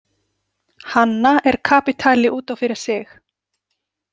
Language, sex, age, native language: Icelandic, female, 40-49, Icelandic